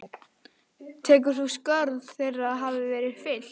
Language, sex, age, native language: Icelandic, female, 12, Icelandic